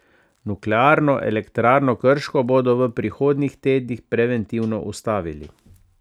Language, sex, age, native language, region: Slovenian, male, 30-49, Slovenian, Savinja region